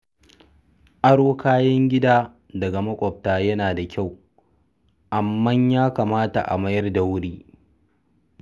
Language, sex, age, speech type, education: Hausa, male, 30-45, read, secondary